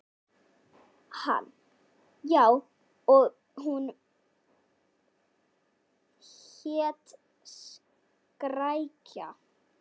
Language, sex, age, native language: Icelandic, female, 12, Icelandic